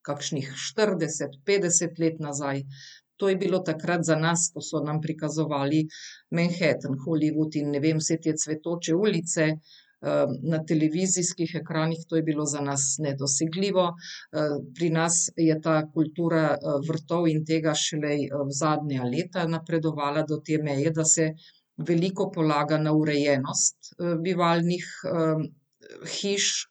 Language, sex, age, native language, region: Slovenian, female, 50-59, Slovenian, Central Slovenia